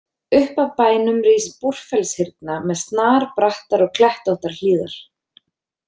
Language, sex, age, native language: Icelandic, female, 30-39, Icelandic